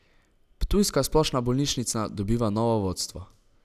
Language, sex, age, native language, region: Slovenian, male, 18-29, Slovenian, Savinja region